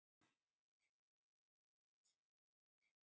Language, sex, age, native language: Icelandic, male, 60-69, Icelandic